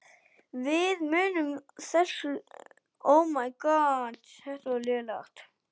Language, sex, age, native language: Icelandic, male, 8, Icelandic